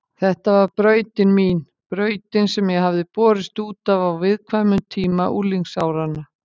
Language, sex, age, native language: Icelandic, female, 50-59, Icelandic